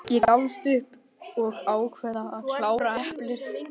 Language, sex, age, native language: Icelandic, male, 11, Icelandic